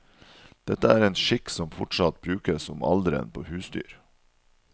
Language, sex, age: Norwegian, male, 37